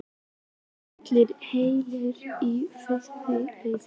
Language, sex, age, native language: Icelandic, female, 11, Icelandic